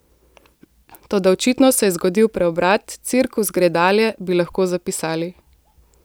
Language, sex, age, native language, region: Slovenian, female, 18-29, Slovenian, Central Slovenia